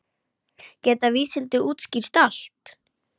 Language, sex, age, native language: Icelandic, female, 9, Icelandic